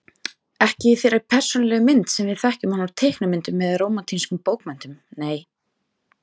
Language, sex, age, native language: Icelandic, female, 30-39, Icelandic